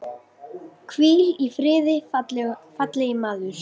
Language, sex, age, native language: Icelandic, female, 9, Icelandic